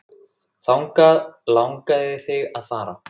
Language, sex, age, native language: Icelandic, male, 6, Icelandic